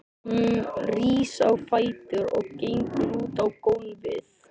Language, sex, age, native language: Icelandic, male, 13, Icelandic